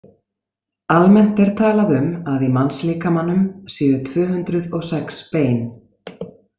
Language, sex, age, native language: Icelandic, female, 40-49, Icelandic